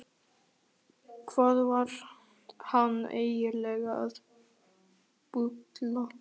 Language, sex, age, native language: Icelandic, male, 13, Icelandic